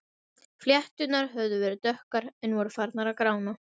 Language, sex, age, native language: Icelandic, female, 12, Icelandic